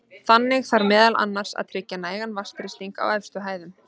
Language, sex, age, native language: Icelandic, female, 30-39, Icelandic